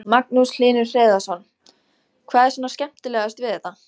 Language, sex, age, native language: Icelandic, female, 14, Icelandic